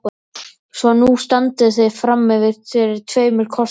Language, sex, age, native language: Icelandic, male, 13, Icelandic